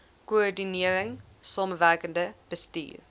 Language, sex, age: Afrikaans, female, 20